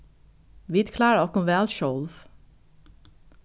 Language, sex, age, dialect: Faroese, female, 36-60, Norðuroyggjar